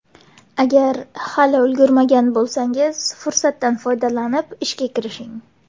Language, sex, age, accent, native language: Uzbek, female, 19-29, Samarqand, Uzbek